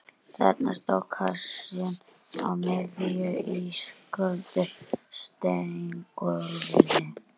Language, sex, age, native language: Icelandic, male, 11, Icelandic